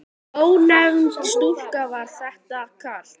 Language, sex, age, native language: Icelandic, male, 9, Icelandic